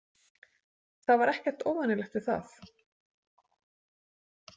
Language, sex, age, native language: Icelandic, female, 40-49, Icelandic